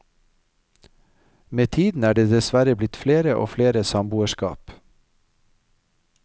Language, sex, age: Norwegian, male, 55